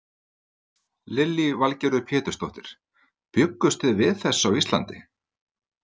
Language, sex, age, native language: Icelandic, male, 30-39, Icelandic